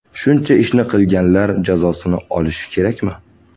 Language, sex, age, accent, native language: Uzbek, male, 18-24, Andijon, Uzbek